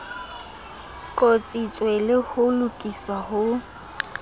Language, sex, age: Southern Sotho, female, 27